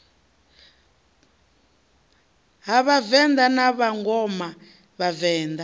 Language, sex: Venda, female